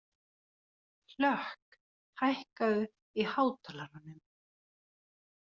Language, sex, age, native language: Icelandic, female, 40-49, Finnish